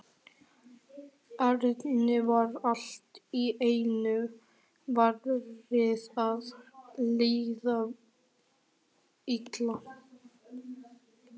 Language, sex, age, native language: Icelandic, male, 13, Icelandic